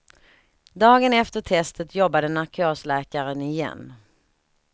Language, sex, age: Swedish, female, 38